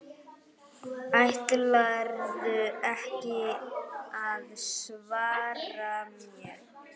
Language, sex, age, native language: Icelandic, male, 9, Icelandic